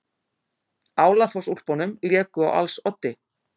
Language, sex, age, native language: Icelandic, female, 50-59, Icelandic